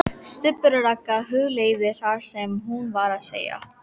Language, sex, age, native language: Icelandic, female, 12, Icelandic